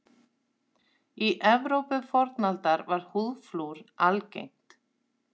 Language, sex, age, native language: Icelandic, female, 30-39, Icelandic